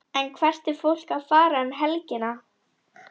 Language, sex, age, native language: Icelandic, female, 11, Icelandic